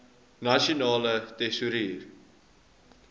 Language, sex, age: Afrikaans, male, 19